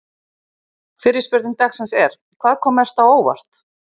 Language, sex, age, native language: Icelandic, female, 50-59, Icelandic